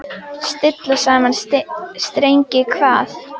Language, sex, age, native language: Icelandic, female, 10, Icelandic